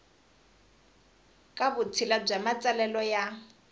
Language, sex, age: Tsonga, female, 20